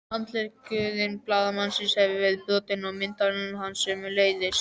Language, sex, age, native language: Icelandic, male, 11, Icelandic